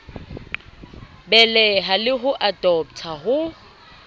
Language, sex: Southern Sotho, female